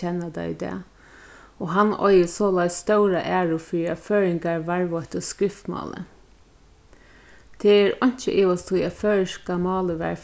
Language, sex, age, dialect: Faroese, female, 36-60, Norðurstreymoy/Eysturoy